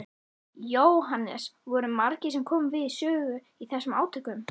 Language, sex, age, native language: Icelandic, female, 11, Icelandic